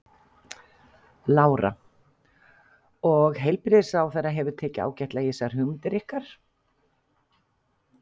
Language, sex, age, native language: Icelandic, female, 50-59, Icelandic